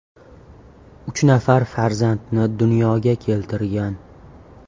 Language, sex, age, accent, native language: Uzbek, male, 18-24, Toshkent viloyati, Uzbek